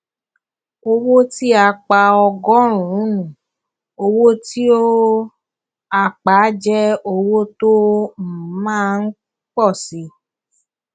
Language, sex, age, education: Yoruba, female, 15-29, tertiary